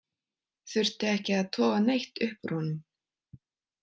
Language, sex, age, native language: Icelandic, female, 20-29, Icelandic